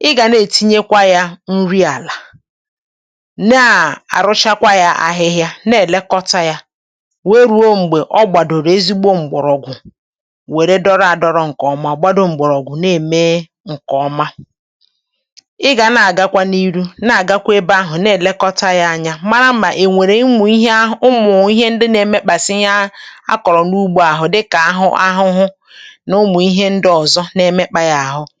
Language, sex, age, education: Igbo, female, 46-60, tertiary